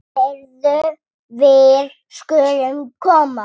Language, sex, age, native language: Icelandic, male, 7, Icelandic